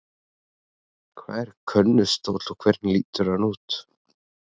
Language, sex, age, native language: Icelandic, male, 30-39, Icelandic